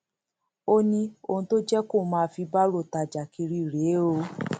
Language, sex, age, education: Yoruba, female, 15-29, tertiary